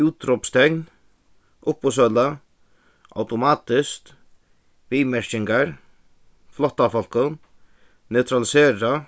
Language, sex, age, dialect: Faroese, male, 15-35, Suðuroy